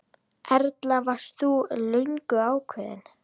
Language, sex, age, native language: Icelandic, female, 10, Icelandic